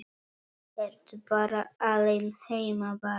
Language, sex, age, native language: Icelandic, male, 9, Polish